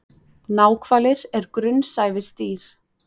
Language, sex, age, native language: Icelandic, female, 20-29, Icelandic